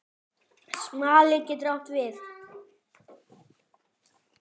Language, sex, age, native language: Icelandic, male, 10, Icelandic